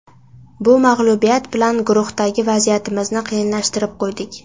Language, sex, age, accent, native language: Uzbek, female, under 19, Qashqadaryo, Uzbek